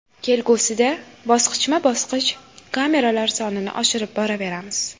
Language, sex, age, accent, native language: Uzbek, female, 18-24, Toshkent shahri, Uzbek